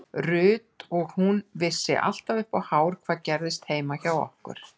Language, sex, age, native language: Icelandic, female, 60-69, Icelandic